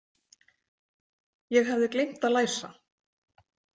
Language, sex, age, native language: Icelandic, female, 40-49, Icelandic